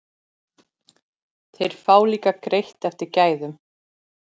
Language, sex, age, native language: Icelandic, female, 40-49, Icelandic